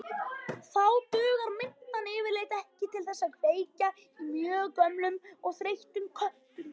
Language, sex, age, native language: Icelandic, female, 50-59, Icelandic